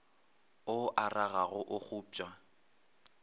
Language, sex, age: Northern Sotho, male, 23